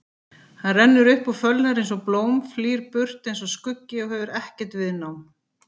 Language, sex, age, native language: Icelandic, female, 50-59, Icelandic